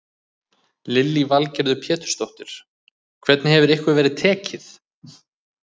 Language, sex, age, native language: Icelandic, male, 20-29, Icelandic